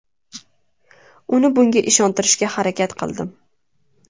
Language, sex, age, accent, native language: Uzbek, female, 19-29, Toshkent shahri, Uzbek